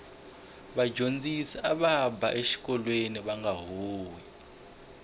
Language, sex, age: Tsonga, male, 23